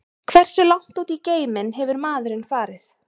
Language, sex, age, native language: Icelandic, female, 30-39, Icelandic